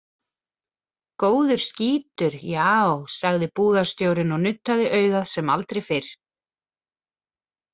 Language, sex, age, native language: Icelandic, female, 40-49, Icelandic